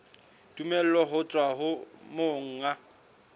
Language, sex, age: Southern Sotho, male, 24